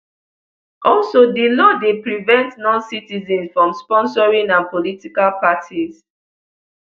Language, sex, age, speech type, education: Nigerian Pidgin, female, 15-29, spontaneous, tertiary